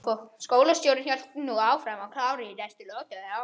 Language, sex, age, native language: Icelandic, other, 12, Icelandic